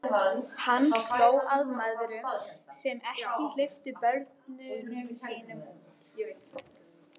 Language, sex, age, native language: Icelandic, female, 12, Icelandic